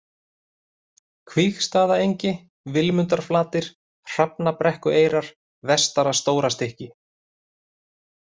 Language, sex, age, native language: Icelandic, male, 30-39, Icelandic